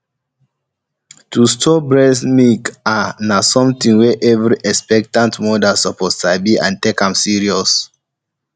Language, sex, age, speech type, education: Nigerian Pidgin, male, 15-29, spontaneous, tertiary